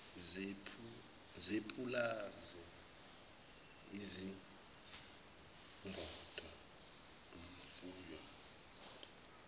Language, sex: Zulu, male